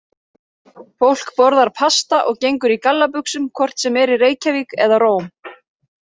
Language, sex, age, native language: Icelandic, female, 30-39, Icelandic